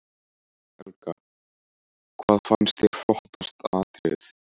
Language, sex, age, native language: Icelandic, male, 14, Icelandic